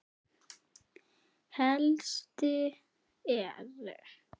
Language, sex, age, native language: Icelandic, female, 8, Icelandic